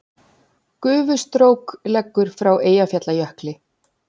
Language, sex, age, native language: Icelandic, female, 40-49, Icelandic